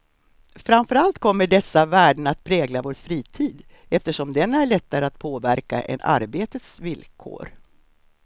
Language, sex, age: Swedish, female, 63